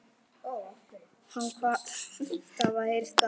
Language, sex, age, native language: Icelandic, male, 9, Icelandic